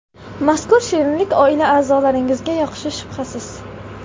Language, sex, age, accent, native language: Uzbek, female, under 19, Samarqand, Tajik